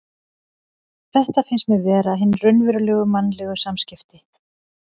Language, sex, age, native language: Icelandic, female, 50-59, Icelandic